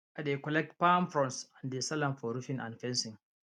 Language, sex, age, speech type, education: Nigerian Pidgin, male, 15-29, spontaneous, tertiary